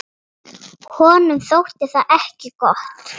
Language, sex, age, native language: Icelandic, female, 9, Icelandic